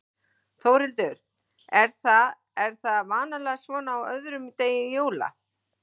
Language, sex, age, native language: Icelandic, female, 40-49, Icelandic